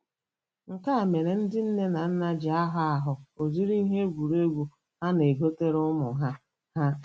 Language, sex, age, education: Igbo, female, 30-45, tertiary